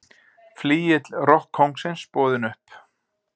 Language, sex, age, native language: Icelandic, male, 50-59, Icelandic